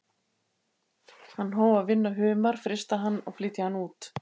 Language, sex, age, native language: Icelandic, female, 80-89, Icelandic